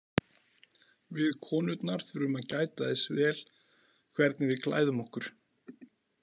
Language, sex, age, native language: Icelandic, male, 40-49, Icelandic